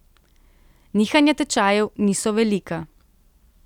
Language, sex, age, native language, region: Slovenian, female, 30-49, Slovenian, Central Slovenia